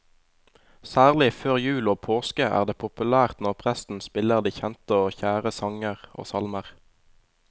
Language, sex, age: Norwegian, male, 20